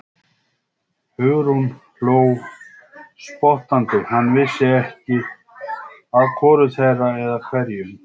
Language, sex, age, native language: Icelandic, male, 50-59, Icelandic